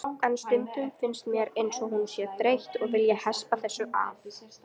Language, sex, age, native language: Icelandic, female, 18-19, Icelandic